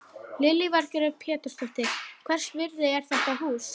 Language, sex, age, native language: Icelandic, female, 30-39, Icelandic